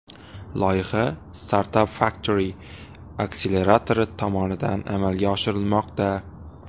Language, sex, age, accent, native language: Uzbek, male, 18-24, Xorazm, Uzbek